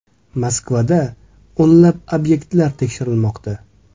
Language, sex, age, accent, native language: Uzbek, male, 25-34, Toshkent viloyati, Uzbek